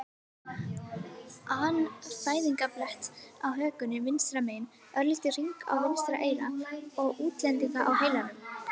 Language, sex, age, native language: Icelandic, female, 18-19, Icelandic